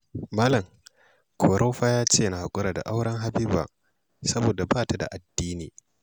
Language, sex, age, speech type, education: Hausa, male, 15-29, spontaneous, tertiary